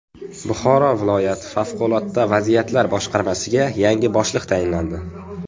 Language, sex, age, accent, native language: Uzbek, male, under 19, Toshkent viloyati, Uzbek